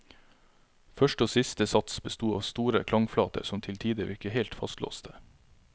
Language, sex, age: Norwegian, male, 33